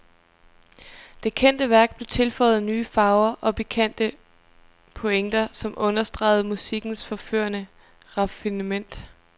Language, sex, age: Danish, female, 23